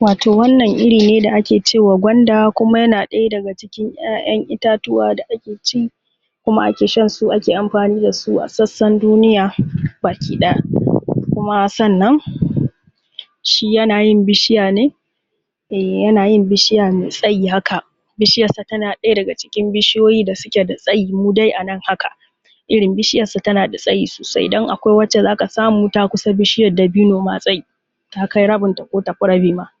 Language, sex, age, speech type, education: Hausa, female, 15-29, spontaneous, secondary